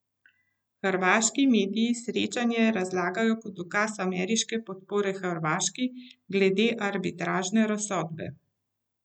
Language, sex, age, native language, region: Slovenian, female, 50-59, Slovenian, Central Slovenia